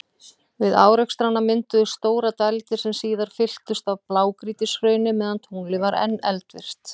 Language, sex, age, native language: Icelandic, female, 40-49, Icelandic